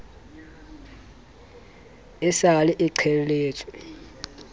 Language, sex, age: Southern Sotho, male, 24